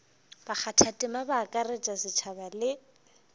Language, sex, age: Northern Sotho, female, 22